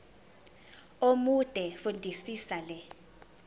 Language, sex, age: Zulu, female, 19